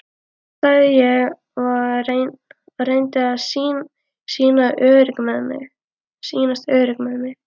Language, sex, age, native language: Icelandic, female, 12, Icelandic